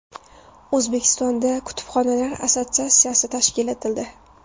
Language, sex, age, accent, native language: Uzbek, female, 19-29, Toshkent viloyati, Uzbek